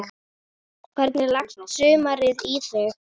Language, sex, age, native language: Icelandic, female, 8, Icelandic